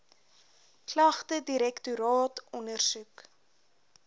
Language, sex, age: Afrikaans, female, 20